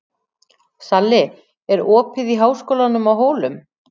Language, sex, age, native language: Icelandic, female, 40-49, Icelandic